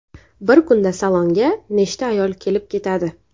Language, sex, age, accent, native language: Uzbek, female, 18-24, Navoiy, Uzbek